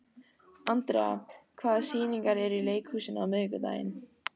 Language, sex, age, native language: Icelandic, female, 18-19, Icelandic